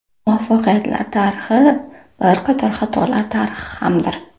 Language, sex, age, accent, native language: Uzbek, female, 18-24, Toshkent shahri, Uzbek